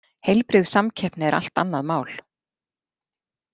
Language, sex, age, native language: Icelandic, female, 40-49, Icelandic